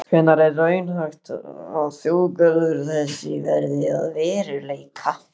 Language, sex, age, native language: Icelandic, male, 15, Icelandic